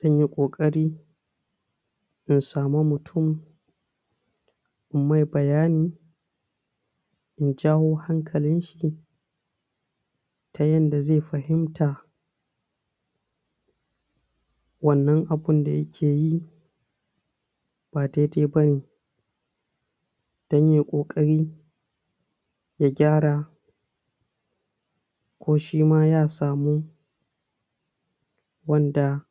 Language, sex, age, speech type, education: Hausa, male, 60+, spontaneous, tertiary